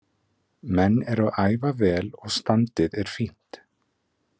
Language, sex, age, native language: Icelandic, male, 20-29, Icelandic